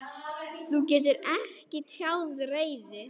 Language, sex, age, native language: Icelandic, male, 9, Icelandic